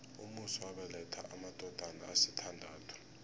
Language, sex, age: South Ndebele, male, 20